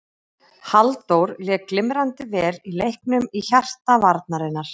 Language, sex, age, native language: Icelandic, female, 30-39, Icelandic